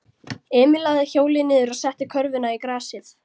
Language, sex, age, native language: Icelandic, female, 13, Icelandic